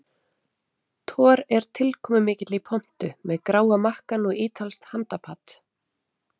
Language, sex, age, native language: Icelandic, female, 30-39, Icelandic